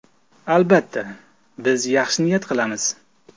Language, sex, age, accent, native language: Uzbek, male, 35+, Toshkent viloyati, Uzbek